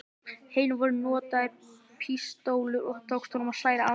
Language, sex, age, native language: Icelandic, male, 20-29, Icelandic